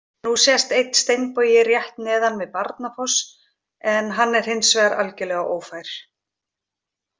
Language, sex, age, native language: Icelandic, female, 40-49, Icelandic